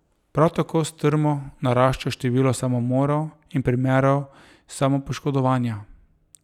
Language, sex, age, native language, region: Slovenian, male, 30-49, Slovenian, Drava region